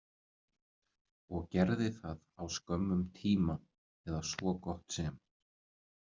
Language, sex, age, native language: Icelandic, male, 30-39, Icelandic